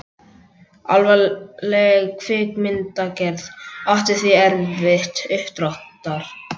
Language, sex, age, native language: Icelandic, male, 11, Icelandic